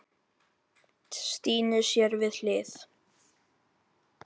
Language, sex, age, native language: Icelandic, male, 10, Filipino